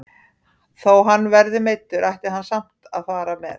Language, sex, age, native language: Icelandic, female, 40-49, Icelandic